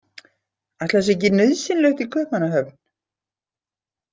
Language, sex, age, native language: Icelandic, female, 60-69, Icelandic